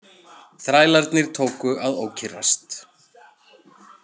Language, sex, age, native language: Icelandic, male, 40-49, Icelandic